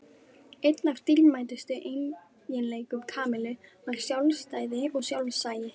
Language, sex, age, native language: Icelandic, female, 12, Icelandic